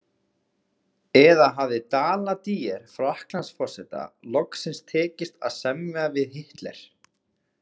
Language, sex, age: Icelandic, male, 20-29